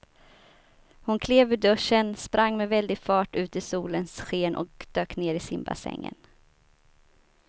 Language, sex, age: Swedish, female, 29